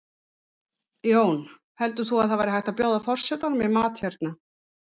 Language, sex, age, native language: Icelandic, female, 50-59, Icelandic